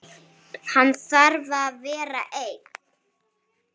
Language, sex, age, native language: Icelandic, female, 7, Icelandic